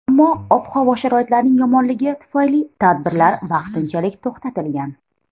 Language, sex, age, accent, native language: Uzbek, female, 30-39, Toshkent shahri, Uzbek